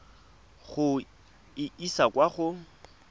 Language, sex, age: Tswana, male, 22